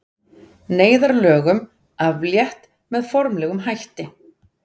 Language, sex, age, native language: Icelandic, female, 40-49, Icelandic